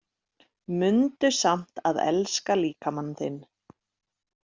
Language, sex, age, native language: Icelandic, female, 30-39, Icelandic